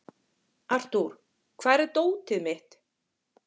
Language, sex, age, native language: Icelandic, female, 40-49, Icelandic